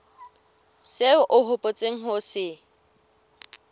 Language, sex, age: Southern Sotho, female, 18